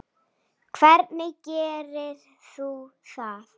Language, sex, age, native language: Icelandic, female, 7, Icelandic